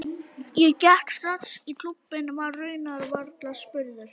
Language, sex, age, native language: Icelandic, female, 11, Icelandic